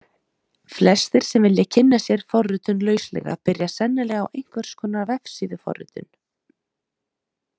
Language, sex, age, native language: Icelandic, female, 30-39, Icelandic